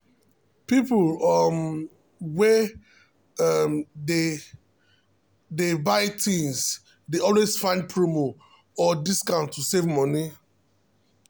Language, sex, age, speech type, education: Nigerian Pidgin, male, 30-45, spontaneous, tertiary